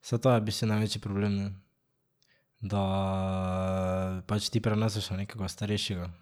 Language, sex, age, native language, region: Slovenian, male, 18-29, Slovenian, Drava region